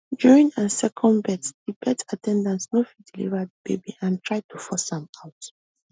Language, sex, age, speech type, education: Nigerian Pidgin, female, 15-29, spontaneous, tertiary